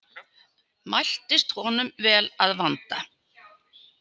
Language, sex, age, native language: Icelandic, female, 70-79, Icelandic